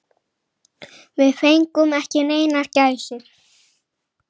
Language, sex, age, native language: Icelandic, male, 8, Icelandic